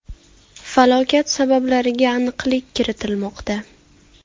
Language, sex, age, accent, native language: Uzbek, female, 19-29, Farg'ona, Uzbek